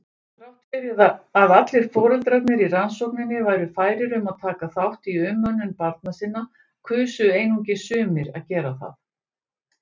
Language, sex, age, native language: Icelandic, female, 60-69, Icelandic